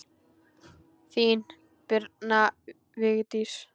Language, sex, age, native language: Icelandic, female, 9, Icelandic